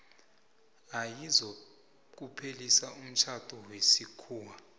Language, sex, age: South Ndebele, male, 20